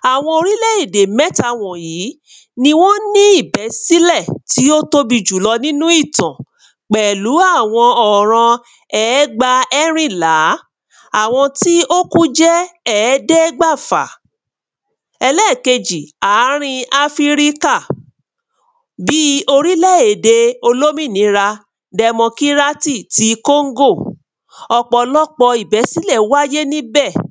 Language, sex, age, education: Yoruba, female, 30-45, tertiary